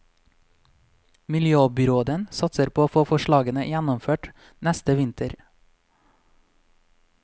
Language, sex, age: Norwegian, male, 26